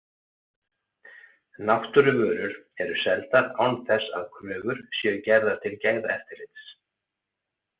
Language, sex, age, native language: Icelandic, male, 40-49, Icelandic